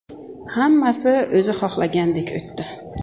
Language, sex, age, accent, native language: Uzbek, female, 35+, Navoiy, Uzbek